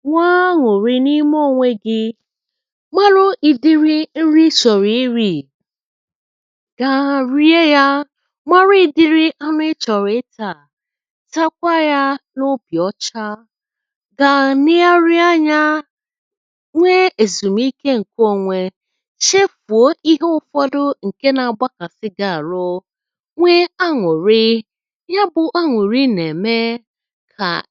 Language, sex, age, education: Igbo, female, 30-45, secondary